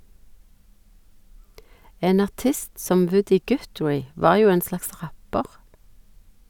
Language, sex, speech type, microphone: Norwegian, female, read, Sennheiser